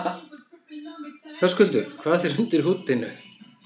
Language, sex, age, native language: Icelandic, male, 50-59, Icelandic